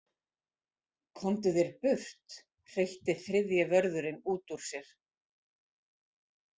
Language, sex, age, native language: Icelandic, female, 40-49, Icelandic